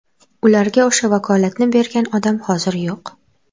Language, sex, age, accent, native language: Uzbek, female, 12-17, Toshkent viloyati, Uzbek